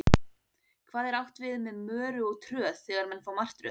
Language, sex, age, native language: Icelandic, female, 18-19, Icelandic